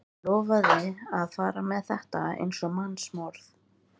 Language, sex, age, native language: Icelandic, female, 13, Icelandic